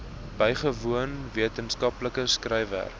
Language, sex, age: Afrikaans, male, 19